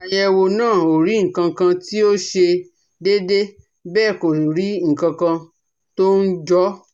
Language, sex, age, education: Yoruba, female, 30-45, tertiary